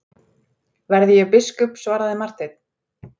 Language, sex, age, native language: Icelandic, female, 40-49, Icelandic